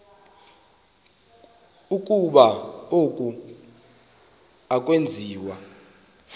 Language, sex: Xhosa, male